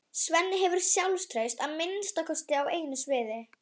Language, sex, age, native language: Icelandic, female, 11, Icelandic